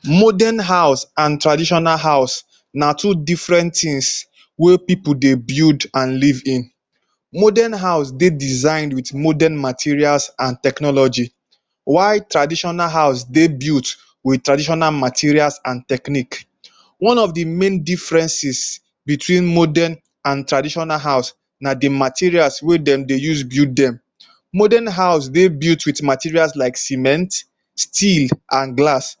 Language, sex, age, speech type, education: Nigerian Pidgin, male, 15-29, spontaneous, tertiary